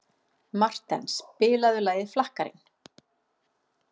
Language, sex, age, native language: Icelandic, female, 40-49, Icelandic